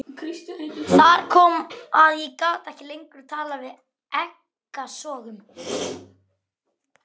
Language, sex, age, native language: Icelandic, male, 11, Icelandic